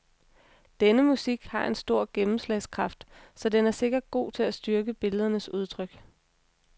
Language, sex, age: Danish, female, 26